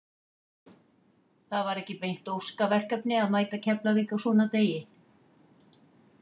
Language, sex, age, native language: Icelandic, female, 50-59, Icelandic